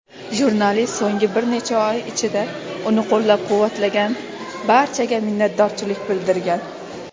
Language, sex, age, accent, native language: Uzbek, female, 19-29, Jizzax, Uzbek